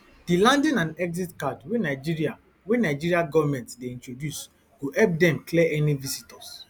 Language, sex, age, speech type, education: Nigerian Pidgin, male, 15-29, spontaneous, tertiary